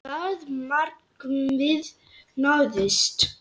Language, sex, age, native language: Icelandic, male, 8, Lithuanian